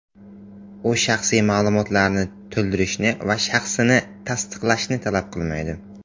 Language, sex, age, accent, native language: Uzbek, male, 18-24, Samarqand, Uzbek